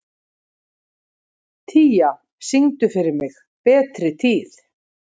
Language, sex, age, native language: Icelandic, female, 30-39, Icelandic